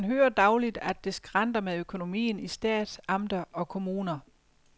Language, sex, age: Danish, female, 50